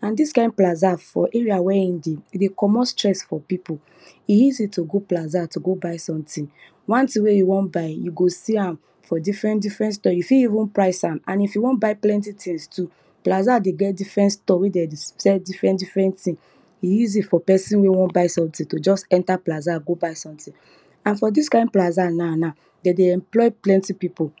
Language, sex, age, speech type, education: Nigerian Pidgin, female, 30-45, spontaneous, tertiary